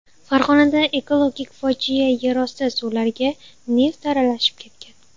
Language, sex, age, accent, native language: Uzbek, female, 18-24, Namangan, Uzbek